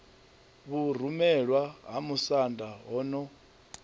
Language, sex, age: Venda, male, 39